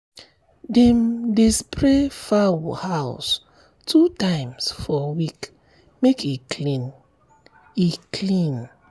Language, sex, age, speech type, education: Nigerian Pidgin, male, 30-45, spontaneous, tertiary